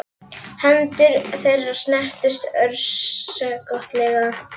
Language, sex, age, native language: Icelandic, female, 11, Icelandic